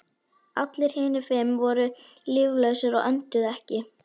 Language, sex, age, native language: Icelandic, female, 11, Icelandic